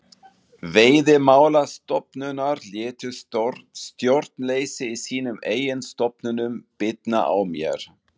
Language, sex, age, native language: Icelandic, male, 40-49, German